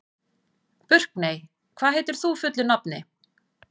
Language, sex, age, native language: Icelandic, female, 40-49, Icelandic